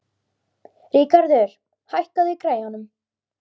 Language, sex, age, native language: Icelandic, female, 12, Icelandic